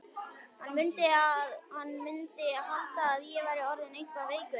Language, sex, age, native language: Icelandic, male, 11, Icelandic